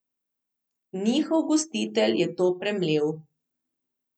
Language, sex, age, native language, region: Slovenian, female, 30-49, Slovenian, Southeast Slovenia